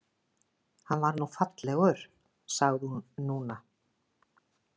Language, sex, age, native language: Icelandic, female, 50-59, Icelandic